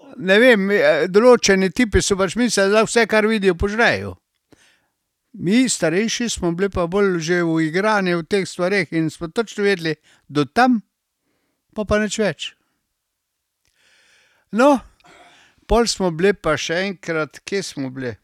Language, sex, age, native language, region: Slovenian, male, 60+, Slovenian, Carinthia region